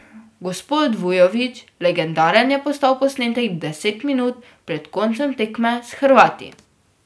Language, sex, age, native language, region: Slovenian, female, 12-17, Slovenian, Drava region